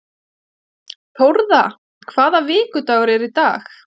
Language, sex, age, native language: Icelandic, female, 30-39, Icelandic